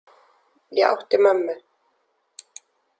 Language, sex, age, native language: Icelandic, female, 40-49, Icelandic